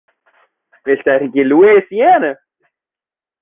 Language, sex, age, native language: Icelandic, male, 20-29, Icelandic